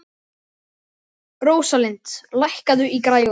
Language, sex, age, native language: Icelandic, male, 12, Icelandic